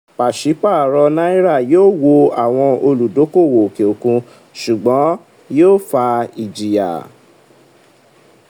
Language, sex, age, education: Yoruba, male, 15-29, tertiary